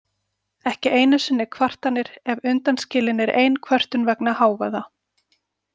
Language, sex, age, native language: Icelandic, female, 40-49, Icelandic